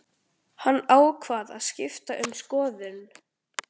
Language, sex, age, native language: Icelandic, male, 13, Icelandic